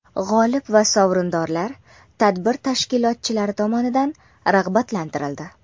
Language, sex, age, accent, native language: Uzbek, female, under 19, Andijon, Uzbek